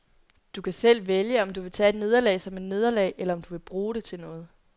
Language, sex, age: Danish, female, 22